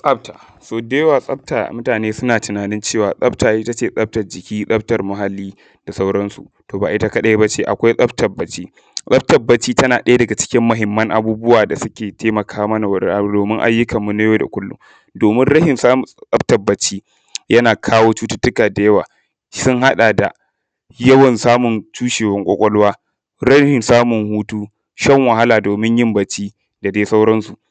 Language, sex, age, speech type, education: Hausa, male, 15-29, spontaneous, tertiary